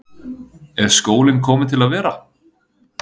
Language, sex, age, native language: Icelandic, male, 30-39, Icelandic